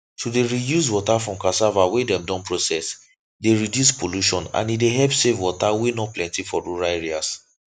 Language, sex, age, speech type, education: Nigerian Pidgin, male, 15-29, spontaneous, tertiary